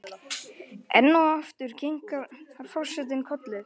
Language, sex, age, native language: Icelandic, male, 11, Icelandic